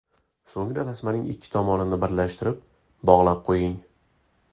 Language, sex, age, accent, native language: Uzbek, male, 18-24, Farg'ona, Uzbek